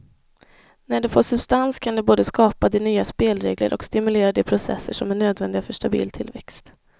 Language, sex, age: Swedish, female, 21